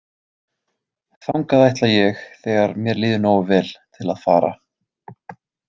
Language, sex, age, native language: Icelandic, male, 20-29, Icelandic